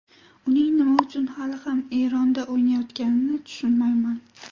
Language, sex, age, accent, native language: Uzbek, female, 18-24, Toshkent viloyati, Uzbek